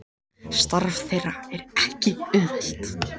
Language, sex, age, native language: Icelandic, male, 18-19, Icelandic